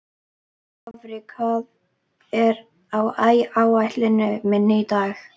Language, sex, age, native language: Icelandic, female, 12, Icelandic